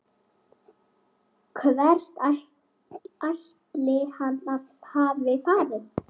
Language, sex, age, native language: Icelandic, female, 8, Icelandic